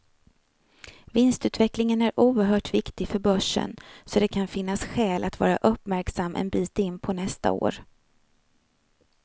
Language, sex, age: Swedish, female, 35